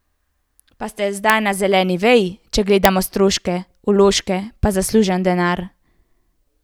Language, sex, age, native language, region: Slovenian, female, 18-29, Slovenian, Central Slovenia